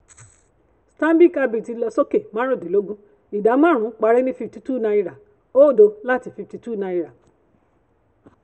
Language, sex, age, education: Yoruba, female, 30-45, tertiary